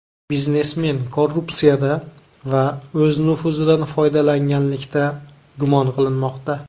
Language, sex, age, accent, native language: Uzbek, male, 19-29, Namangan, Uzbek